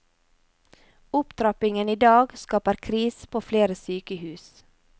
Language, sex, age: Norwegian, female, 28